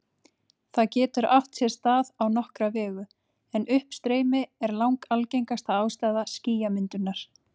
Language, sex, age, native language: Icelandic, female, 30-39, Icelandic